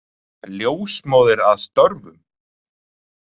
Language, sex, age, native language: Icelandic, male, 30-39, Icelandic